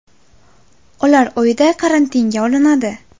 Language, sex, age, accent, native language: Uzbek, female, 18-24, Qashqadaryo, Uzbek